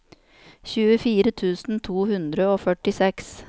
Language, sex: Norwegian, female